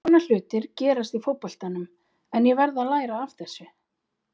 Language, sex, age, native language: Icelandic, female, 40-49, Icelandic